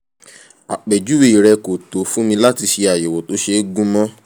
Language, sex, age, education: Yoruba, male, 15-29, tertiary